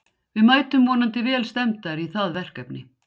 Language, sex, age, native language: Icelandic, female, 60-69, Icelandic